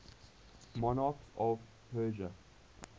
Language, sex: English, male